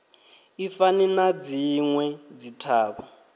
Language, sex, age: Venda, male, 23